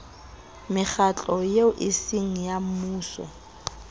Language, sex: Southern Sotho, female